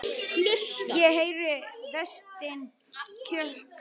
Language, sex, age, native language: Icelandic, male, 10, Icelandic